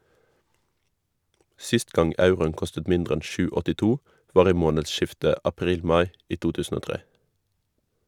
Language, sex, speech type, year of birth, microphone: Norwegian, male, read, 1991, Shure